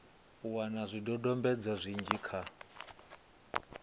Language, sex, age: Venda, male, 22